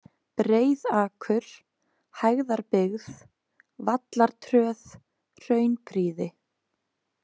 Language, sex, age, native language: Icelandic, female, 20-29, Icelandic